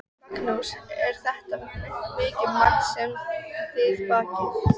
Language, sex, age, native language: Icelandic, female, 14, Icelandic